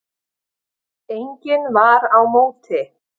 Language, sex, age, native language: Icelandic, female, 50-59, Icelandic